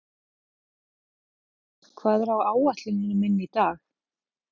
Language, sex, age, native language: Icelandic, female, 40-49, Icelandic